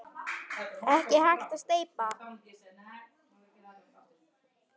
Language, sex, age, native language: Icelandic, male, 9, Icelandic